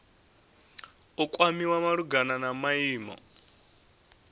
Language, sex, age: Venda, male, 24